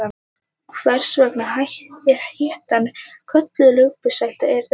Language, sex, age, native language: Icelandic, female, 18-19, Icelandic